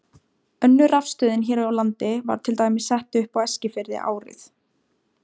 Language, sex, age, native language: Icelandic, female, 17, Icelandic